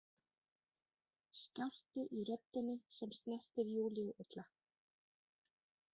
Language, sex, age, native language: Icelandic, female, 30-39, Danish